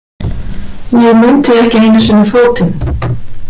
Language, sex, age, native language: Icelandic, female, 40-49, Icelandic